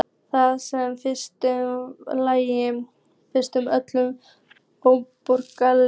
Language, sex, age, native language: Icelandic, female, 15, Icelandic